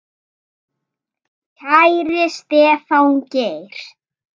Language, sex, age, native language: Icelandic, female, 9, Icelandic